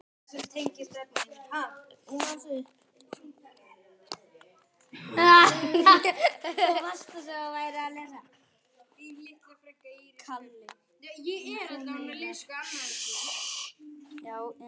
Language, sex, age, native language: Icelandic, male, 10, Icelandic